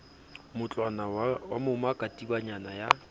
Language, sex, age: Southern Sotho, male, 27